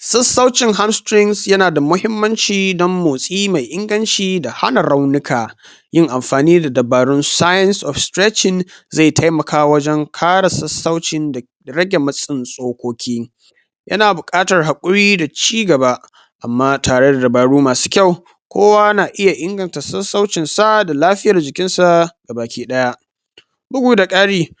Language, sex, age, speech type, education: Hausa, male, 15-29, spontaneous, tertiary